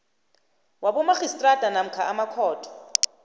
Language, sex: South Ndebele, female